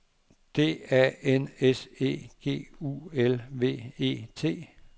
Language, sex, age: Danish, male, 59